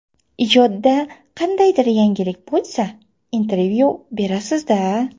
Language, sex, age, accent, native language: Uzbek, female, 25-34, Toshkent shahri, Uzbek